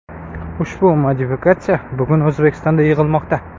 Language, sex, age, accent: Uzbek, male, 18-24, Qoraqalpog'iston